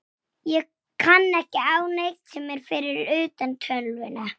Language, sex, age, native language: Icelandic, female, 6, Icelandic